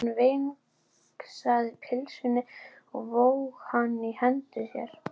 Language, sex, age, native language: Icelandic, female, 11, Icelandic